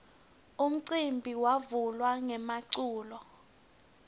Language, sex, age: Swati, female, 19